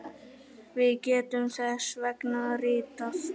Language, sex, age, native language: Icelandic, male, 10, Icelandic